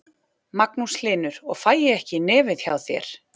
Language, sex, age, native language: Icelandic, female, 40-49, Icelandic